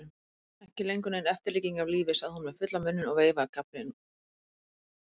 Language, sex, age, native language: Icelandic, female, 30-39, Icelandic